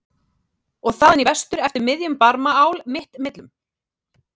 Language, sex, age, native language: Icelandic, female, 30-39, Icelandic